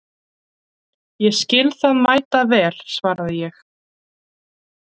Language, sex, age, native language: Icelandic, male, 12, Icelandic